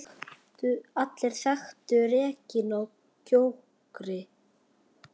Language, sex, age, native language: Icelandic, male, 8, Icelandic